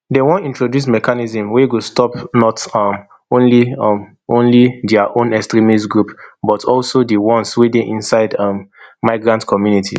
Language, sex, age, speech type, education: Nigerian Pidgin, male, 30-45, spontaneous, tertiary